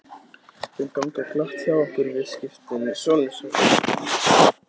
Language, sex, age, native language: Icelandic, male, 13, Icelandic